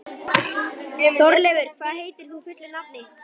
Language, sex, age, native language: Icelandic, male, 11, Icelandic